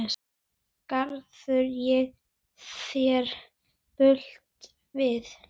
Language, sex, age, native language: Icelandic, male, 9, Icelandic